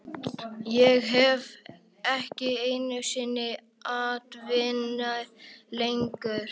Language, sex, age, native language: Icelandic, male, 11, Icelandic